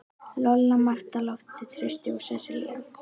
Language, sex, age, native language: Icelandic, female, 11, Icelandic